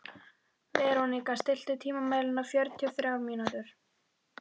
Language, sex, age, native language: Icelandic, female, 12, Icelandic